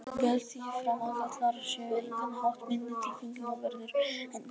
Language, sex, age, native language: Icelandic, female, 50-59, Icelandic